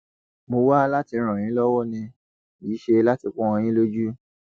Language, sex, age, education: Yoruba, male, 30-45, tertiary